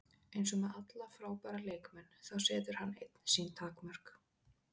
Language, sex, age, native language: Icelandic, female, 20-29, Icelandic